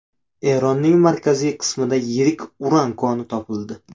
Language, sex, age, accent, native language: Uzbek, male, 18-24, Surxondaryo, Uzbek